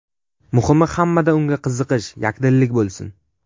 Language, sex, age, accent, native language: Uzbek, male, 12-17, Sirdaryo, Uzbek